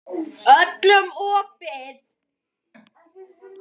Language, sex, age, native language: Icelandic, male, 10, Icelandic